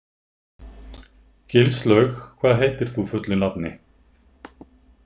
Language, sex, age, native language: Icelandic, male, 50-59, Icelandic